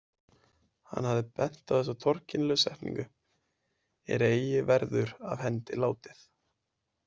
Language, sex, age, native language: Icelandic, male, 20-29, Icelandic